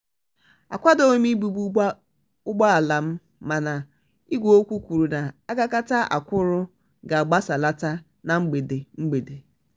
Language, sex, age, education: Igbo, female, 30-45, tertiary